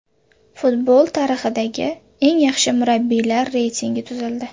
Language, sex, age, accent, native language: Uzbek, female, 25-34, Surxondaryo, Uzbek